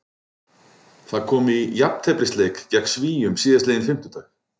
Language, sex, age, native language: Icelandic, male, 40-49, Icelandic